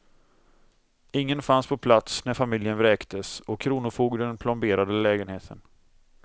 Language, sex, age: Swedish, male, 26